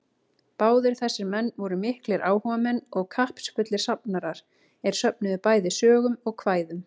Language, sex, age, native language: Icelandic, female, 18-19, Icelandic